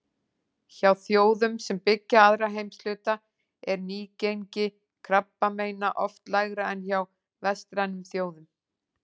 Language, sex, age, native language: Icelandic, female, 40-49, Icelandic